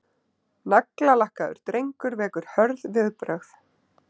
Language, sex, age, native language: Icelandic, female, 20-29, Icelandic